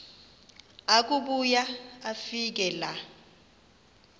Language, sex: Xhosa, female